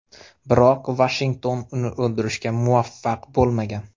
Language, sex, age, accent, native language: Uzbek, male, 25-34, Xorazm, Uzbek